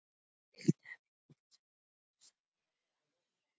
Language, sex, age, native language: Icelandic, female, 11, Icelandic